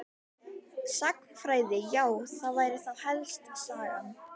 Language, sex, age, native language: Icelandic, female, 12, Icelandic